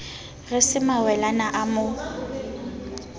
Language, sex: Southern Sotho, female